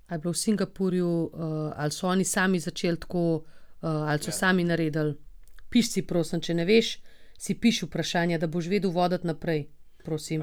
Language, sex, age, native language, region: Slovenian, female, 30-49, Slovenian, Gorenjska region